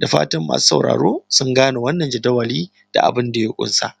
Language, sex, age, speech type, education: Hausa, male, 15-29, spontaneous, primary